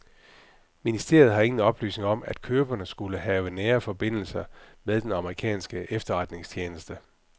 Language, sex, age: Danish, male, 44